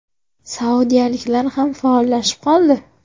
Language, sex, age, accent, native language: Uzbek, female, 18-24, Xorazm, Uzbek